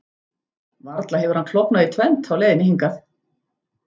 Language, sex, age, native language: Icelandic, female, 14, Icelandic